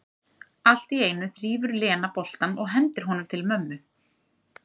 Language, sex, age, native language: Icelandic, female, 30-39, Icelandic